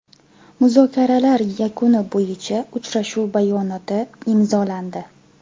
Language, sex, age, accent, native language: Uzbek, female, 18-24, Farg'ona, Uzbek